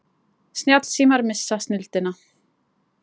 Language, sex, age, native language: Icelandic, female, 20-29, Icelandic